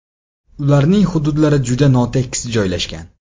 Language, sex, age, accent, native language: Uzbek, male, 18-24, Namangan, Uzbek